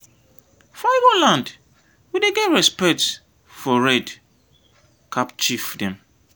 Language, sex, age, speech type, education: Nigerian Pidgin, male, 30-45, spontaneous, tertiary